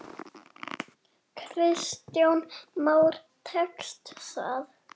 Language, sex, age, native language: Icelandic, male, 6, Icelandic